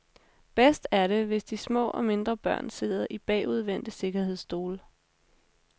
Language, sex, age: Danish, female, 26